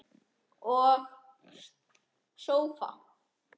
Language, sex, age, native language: Icelandic, male, 10, Icelandic